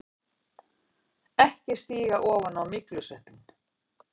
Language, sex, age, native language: Icelandic, female, 60-69, Icelandic